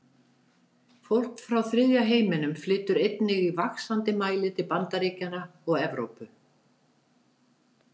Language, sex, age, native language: Icelandic, female, 70-79, Icelandic